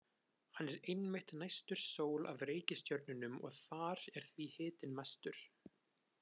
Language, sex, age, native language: Icelandic, male, 20-29, Icelandic